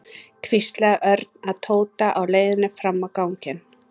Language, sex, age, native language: Icelandic, female, 30-39, Icelandic